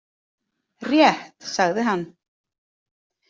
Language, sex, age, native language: Icelandic, female, 40-49, Icelandic